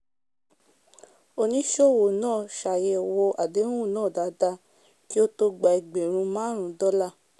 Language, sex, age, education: Yoruba, female, 15-29, tertiary